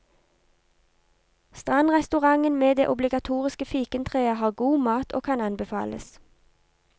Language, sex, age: Norwegian, female, 32